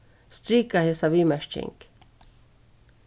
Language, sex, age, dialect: Faroese, female, 36-60, Suðuroy